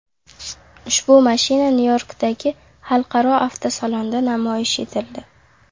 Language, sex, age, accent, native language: Uzbek, female, under 19, Qashqadaryo, Uzbek